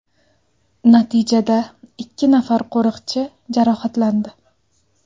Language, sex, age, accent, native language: Uzbek, female, 19-29, Sirdaryo, Uzbek